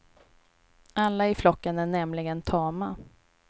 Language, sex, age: Swedish, female, 29